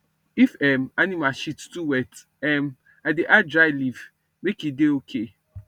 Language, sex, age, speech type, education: Nigerian Pidgin, male, 15-29, spontaneous, tertiary